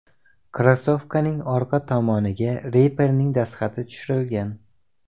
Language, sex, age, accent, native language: Uzbek, male, 18-24, Samarqand, Uzbek